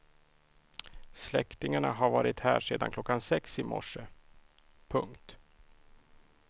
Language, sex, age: Swedish, male, 31